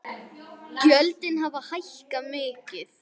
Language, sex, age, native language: Icelandic, male, 9, Icelandic